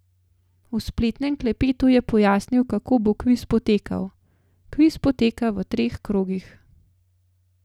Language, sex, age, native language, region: Slovenian, female, 30-49, Slovenian, Gorenjska region